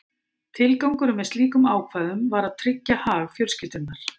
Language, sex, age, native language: Icelandic, female, 50-59, Icelandic